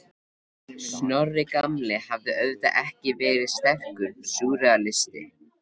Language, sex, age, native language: Icelandic, male, 13, Icelandic